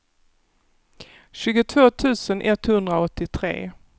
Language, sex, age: Swedish, female, 48